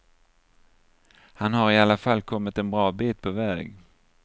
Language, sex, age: Swedish, male, 49